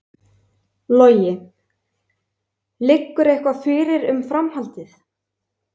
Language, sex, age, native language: Icelandic, female, 20-29, Icelandic